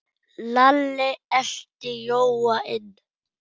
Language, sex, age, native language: Icelandic, male, 8, German